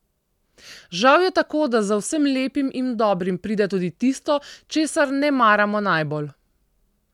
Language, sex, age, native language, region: Slovenian, female, 30-49, Slovenian, Southeast Slovenia